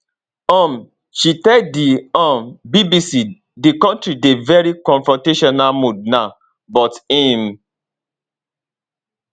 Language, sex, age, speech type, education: Nigerian Pidgin, male, 30-45, spontaneous, tertiary